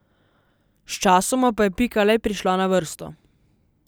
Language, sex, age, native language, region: Slovenian, female, 18-29, Slovenian, Southeast Slovenia